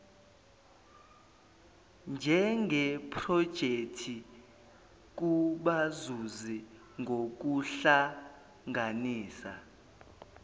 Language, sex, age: Zulu, male, 19